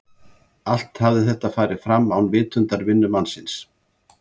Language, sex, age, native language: Icelandic, male, 70-79, Icelandic